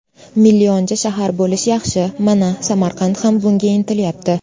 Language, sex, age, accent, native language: Uzbek, female, 18-24, Toshkent shahri, Uzbek